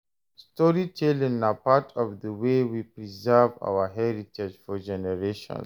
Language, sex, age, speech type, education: Nigerian Pidgin, male, 30-45, read, tertiary